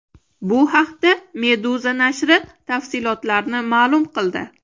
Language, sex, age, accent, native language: Uzbek, female, 25-34, Toshkent shahri, Uzbek